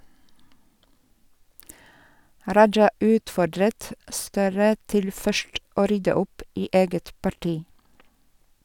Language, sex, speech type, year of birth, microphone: Norwegian, female, read, 1961, Sennheiser